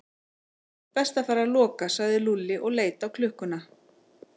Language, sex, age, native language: Icelandic, female, 40-49, Icelandic